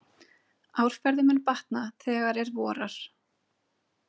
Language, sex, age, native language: Icelandic, female, 30-39, Icelandic